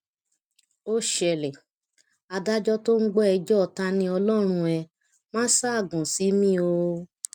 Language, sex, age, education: Yoruba, female, 30-45, tertiary